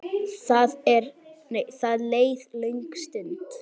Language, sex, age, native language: Icelandic, female, 9, Icelandic